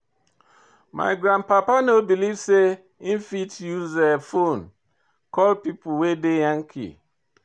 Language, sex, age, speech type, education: Nigerian Pidgin, male, 46-60, read, tertiary